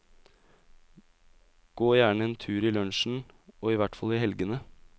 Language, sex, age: Norwegian, male, 20